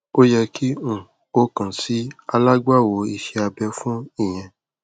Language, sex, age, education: Yoruba, male, 15-29, tertiary